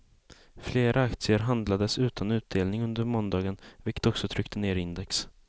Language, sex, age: Swedish, male, 18